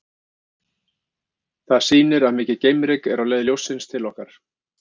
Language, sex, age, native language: Icelandic, male, 50-59, Icelandic